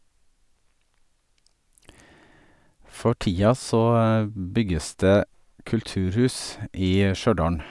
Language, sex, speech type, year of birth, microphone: Norwegian, male, spontaneous, 1979, Sennheiser